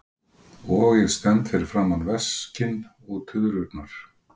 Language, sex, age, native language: Icelandic, male, 40-49, Icelandic